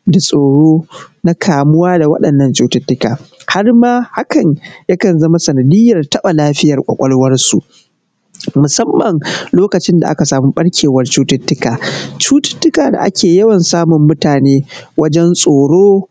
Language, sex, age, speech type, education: Hausa, male, 30-45, spontaneous, primary